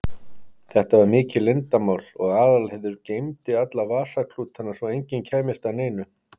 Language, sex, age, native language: Icelandic, male, 50-59, Icelandic